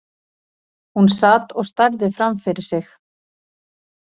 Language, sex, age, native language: Icelandic, female, 40-49, Icelandic